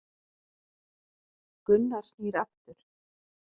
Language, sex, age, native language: Icelandic, female, 50-59, Icelandic